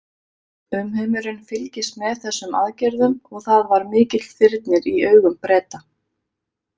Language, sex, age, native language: Icelandic, female, 30-39, Icelandic